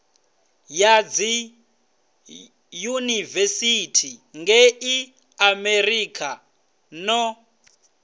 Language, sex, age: Venda, male, 26